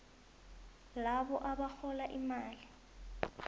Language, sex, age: South Ndebele, female, 22